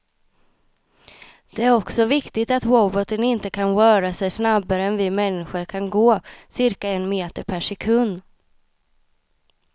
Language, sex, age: Swedish, female, 26